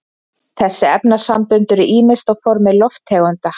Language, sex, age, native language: Icelandic, female, 20-29, Icelandic